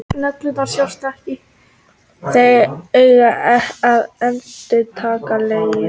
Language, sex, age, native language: Icelandic, female, 18-19, Icelandic